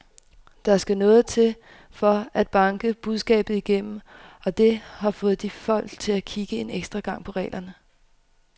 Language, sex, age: Danish, female, 25